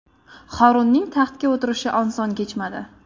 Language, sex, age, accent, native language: Uzbek, female, 18-24, Qoraqalpog'iston, Uzbek